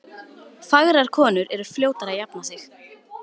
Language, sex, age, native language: Icelandic, female, 12, Icelandic